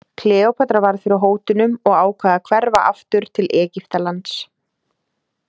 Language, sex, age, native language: Icelandic, female, 20-29, Icelandic